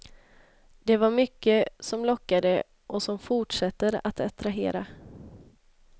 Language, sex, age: Swedish, female, 26